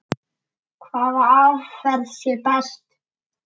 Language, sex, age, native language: Icelandic, male, 7, Icelandic